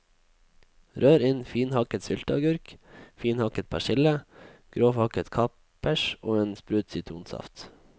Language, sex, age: Norwegian, male, 21